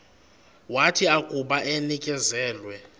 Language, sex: Xhosa, male